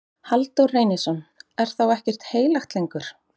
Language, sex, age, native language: Icelandic, female, 30-39, Icelandic